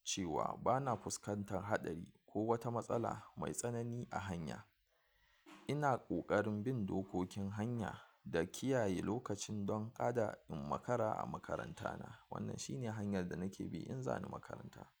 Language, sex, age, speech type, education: Hausa, male, 46-60, spontaneous, tertiary